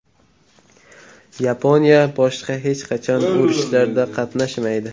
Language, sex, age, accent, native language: Uzbek, male, 18-24, Namangan, Uzbek